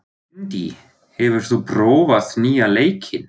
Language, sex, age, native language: Icelandic, male, 40-49, German